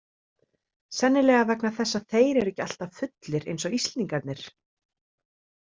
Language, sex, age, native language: Icelandic, female, 30-39, Icelandic